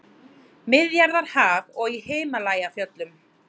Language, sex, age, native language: Icelandic, female, 30-39, Icelandic